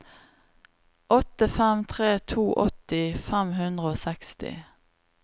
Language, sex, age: Norwegian, female, 36